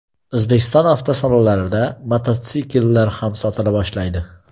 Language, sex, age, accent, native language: Uzbek, male, 18-24, Xorazm, Uzbek